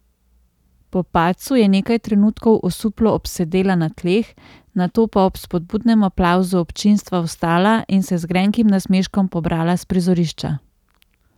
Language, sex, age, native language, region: Slovenian, female, 30-49, Slovenian, Central Slovenia